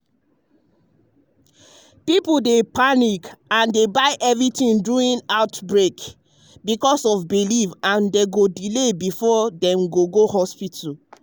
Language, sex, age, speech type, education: Nigerian Pidgin, male, 30-45, spontaneous, tertiary